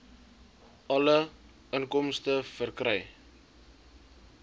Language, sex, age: Afrikaans, male, 20